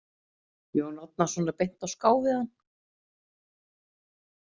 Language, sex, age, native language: Icelandic, female, 30-39, Icelandic